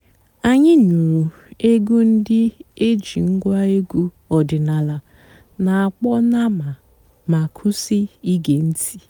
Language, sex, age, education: Igbo, female, 15-29, tertiary